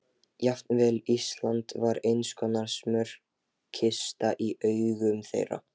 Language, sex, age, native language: Icelandic, male, 13, Lithuanian